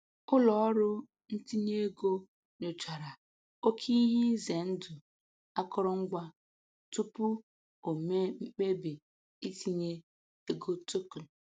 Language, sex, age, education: Igbo, female, 15-29, tertiary